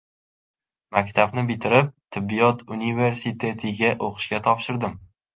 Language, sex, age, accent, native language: Uzbek, male, 18-24, Farg'ona, Uzbek